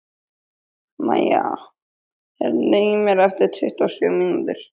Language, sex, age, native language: Icelandic, male, 13, Icelandic